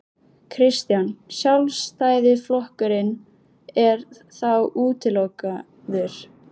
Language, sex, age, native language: Icelandic, female, 13, Icelandic